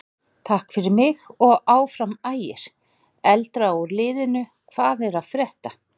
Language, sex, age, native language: Icelandic, male, 40-49, Icelandic